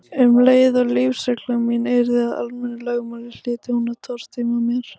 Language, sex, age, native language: Icelandic, female, 18-19, Icelandic